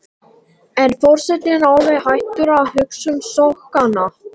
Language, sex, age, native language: Icelandic, male, 18-19, Latvian